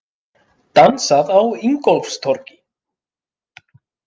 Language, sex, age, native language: Icelandic, male, 30-39, Icelandic